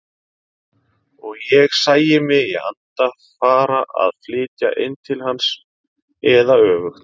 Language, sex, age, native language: Icelandic, male, 30-39, Icelandic